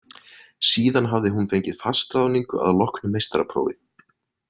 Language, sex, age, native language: Icelandic, male, 20-29, Icelandic